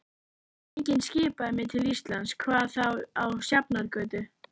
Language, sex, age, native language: Icelandic, female, 11, Icelandic